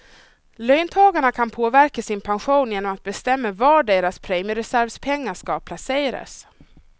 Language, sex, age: Swedish, female, 26